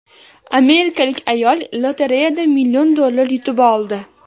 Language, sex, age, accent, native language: Uzbek, female, 18-24, Farg'ona, Uzbek